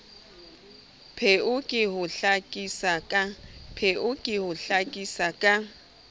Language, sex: Southern Sotho, female